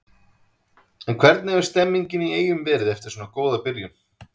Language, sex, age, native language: Icelandic, male, 30-39, Icelandic